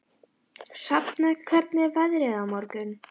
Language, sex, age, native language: Icelandic, female, 11, Icelandic